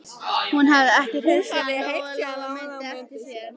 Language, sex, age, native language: Icelandic, female, 13, Icelandic